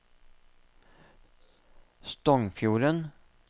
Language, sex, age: Norwegian, male, 57